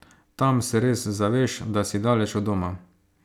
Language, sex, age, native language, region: Slovenian, male, 30-49, Slovenian, Savinja region